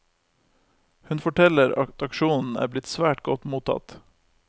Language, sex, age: Norwegian, male, 28